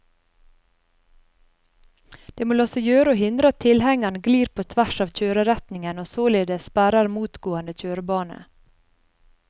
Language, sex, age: Norwegian, female, 30